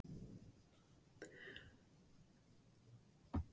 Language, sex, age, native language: Icelandic, female, 60-69, Icelandic